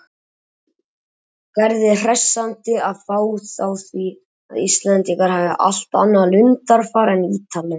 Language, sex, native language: Icelandic, male, Icelandic